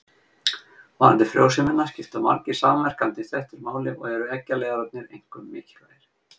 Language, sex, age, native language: Icelandic, male, 50-59, Icelandic